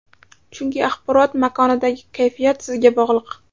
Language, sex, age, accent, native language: Uzbek, female, 18-24, Samarqand, Uzbek